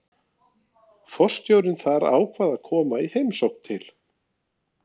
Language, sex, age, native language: Icelandic, male, 40-49, Norwegian